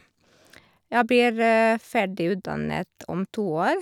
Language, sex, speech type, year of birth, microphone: Norwegian, female, spontaneous, 1991, Shure